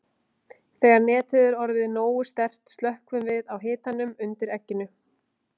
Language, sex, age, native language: Icelandic, female, 20-29, Icelandic